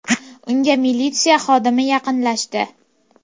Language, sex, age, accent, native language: Uzbek, female, 18-24, Farg'ona, Uzbek